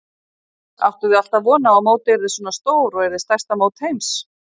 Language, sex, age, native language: Icelandic, female, 50-59, Icelandic